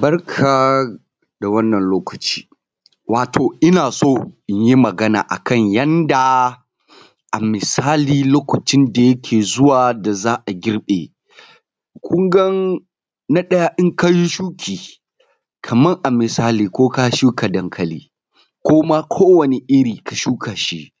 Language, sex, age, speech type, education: Hausa, male, 30-45, spontaneous, tertiary